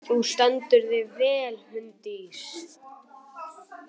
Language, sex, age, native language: Icelandic, male, 18-19, Icelandic